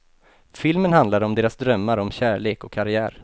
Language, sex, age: Swedish, male, 28